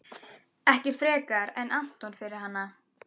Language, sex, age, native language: Icelandic, female, 12, Icelandic